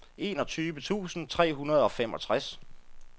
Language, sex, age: Danish, male, 33